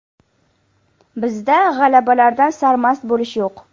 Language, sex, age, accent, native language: Uzbek, female, under 19, Farg'ona, Uzbek